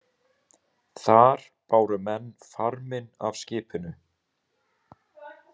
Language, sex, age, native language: Icelandic, male, 30-39, Icelandic